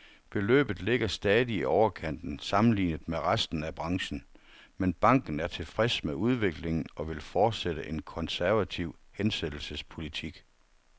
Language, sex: Danish, male